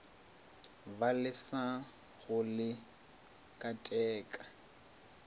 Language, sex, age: Northern Sotho, male, 23